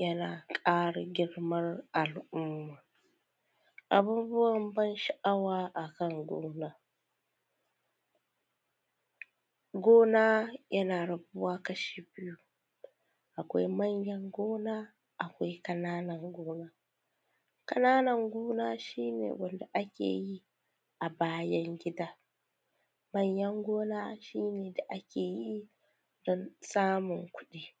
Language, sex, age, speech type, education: Hausa, female, 15-29, spontaneous, tertiary